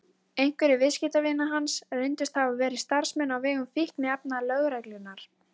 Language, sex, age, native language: Icelandic, female, 13, Icelandic